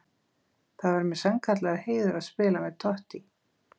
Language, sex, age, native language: Icelandic, female, 20-29, Icelandic